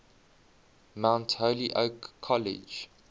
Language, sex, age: English, male, 21